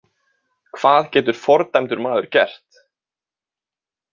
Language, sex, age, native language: Icelandic, male, 20-29, Icelandic